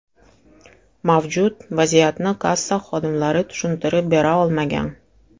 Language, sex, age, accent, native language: Uzbek, female, 35+, Toshkent shahri, Russian